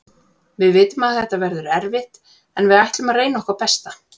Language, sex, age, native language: Icelandic, female, 40-49, Icelandic